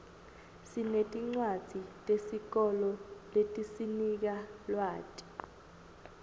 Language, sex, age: Swati, female, 20